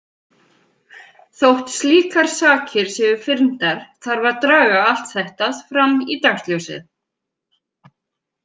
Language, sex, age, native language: Icelandic, female, 50-59, Icelandic